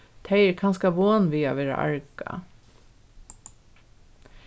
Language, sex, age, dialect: Faroese, female, 36-60, Norðurstreymoy/Eysturoy